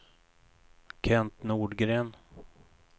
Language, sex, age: Swedish, male, 59